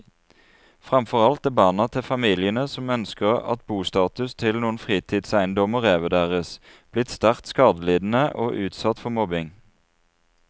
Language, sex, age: Norwegian, male, 33